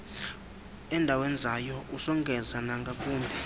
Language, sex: Xhosa, male